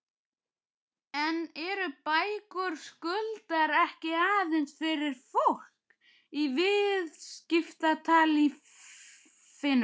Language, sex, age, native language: Icelandic, male, 12, Icelandic